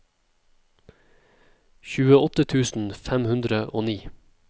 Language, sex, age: Norwegian, male, 27